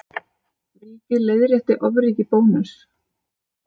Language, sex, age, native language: Icelandic, female, 30-39, Icelandic